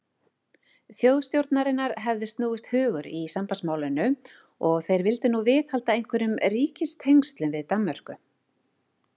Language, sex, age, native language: Icelandic, female, 40-49, Icelandic